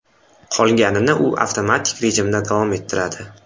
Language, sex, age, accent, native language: Uzbek, male, 18-24, Samarqand, Uzbek